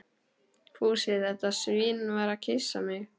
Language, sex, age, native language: Icelandic, male, 12, Icelandic